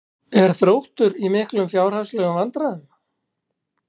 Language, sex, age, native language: Icelandic, male, 60-69, Icelandic